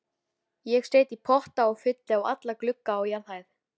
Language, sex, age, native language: Icelandic, female, 13, Icelandic